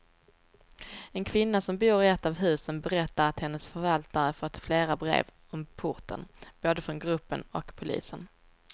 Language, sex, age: Swedish, female, 23